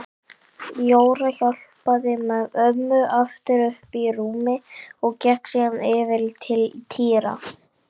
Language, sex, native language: Icelandic, male, Icelandic